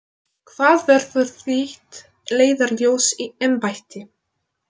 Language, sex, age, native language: Icelandic, female, 20-29, Polish